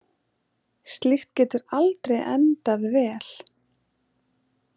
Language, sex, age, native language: Icelandic, female, 30-39, Icelandic